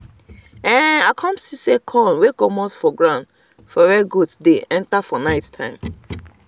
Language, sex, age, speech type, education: Nigerian Pidgin, female, 30-45, spontaneous, tertiary